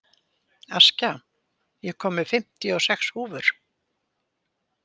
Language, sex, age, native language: Icelandic, female, 70-79, Icelandic